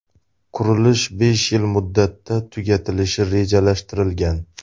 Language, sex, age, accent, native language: Uzbek, male, 25-34, Xorazm, Uzbek